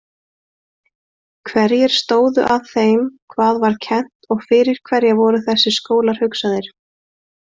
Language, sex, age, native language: Icelandic, female, 20-29, Icelandic